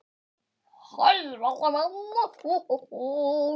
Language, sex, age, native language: Icelandic, male, 8, Icelandic